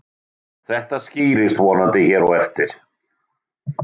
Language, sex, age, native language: Icelandic, male, 60-69, Icelandic